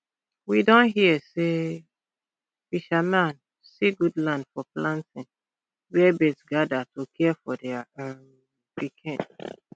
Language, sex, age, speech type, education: Nigerian Pidgin, female, 30-45, spontaneous, tertiary